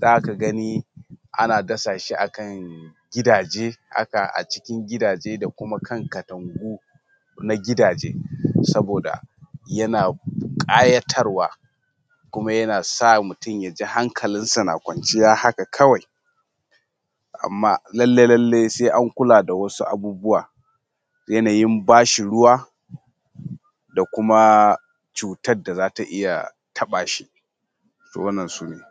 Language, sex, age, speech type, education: Hausa, male, 30-45, spontaneous, tertiary